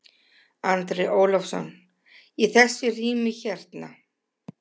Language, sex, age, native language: Icelandic, female, 60-69, Icelandic